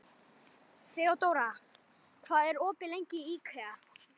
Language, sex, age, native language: Icelandic, male, 11, Icelandic